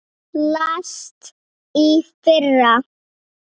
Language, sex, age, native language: Icelandic, female, 8, Icelandic